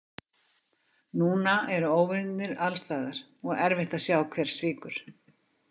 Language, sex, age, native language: Icelandic, female, 50-59, Icelandic